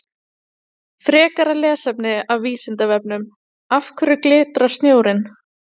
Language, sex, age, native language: Icelandic, female, 30-39, Icelandic